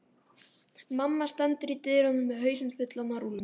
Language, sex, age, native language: Icelandic, female, 12, Icelandic